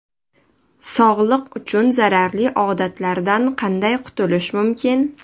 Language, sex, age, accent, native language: Uzbek, female, 18-24, Toshkent shahri, Uzbek